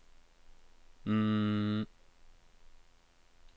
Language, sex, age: Norwegian, male, 36